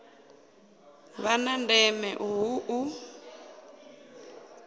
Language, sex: Venda, female